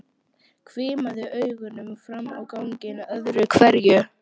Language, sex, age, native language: Icelandic, female, 12, Icelandic